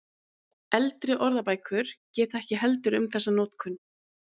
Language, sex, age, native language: Icelandic, female, 30-39, Icelandic